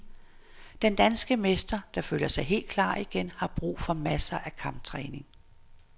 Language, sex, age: Danish, female, 59